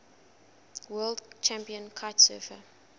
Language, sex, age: English, female, 20